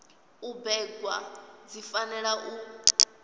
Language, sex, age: Venda, female, 18